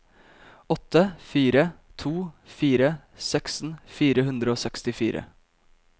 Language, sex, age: Norwegian, male, 22